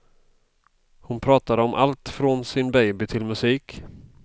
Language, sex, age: Swedish, male, 32